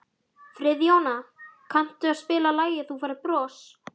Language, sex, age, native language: Icelandic, female, 12, Icelandic